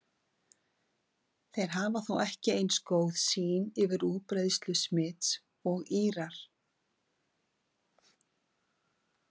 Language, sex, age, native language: Icelandic, female, 50-59, Icelandic